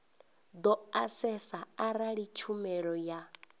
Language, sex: Venda, female